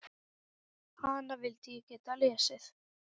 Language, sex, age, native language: Icelandic, female, 10, Icelandic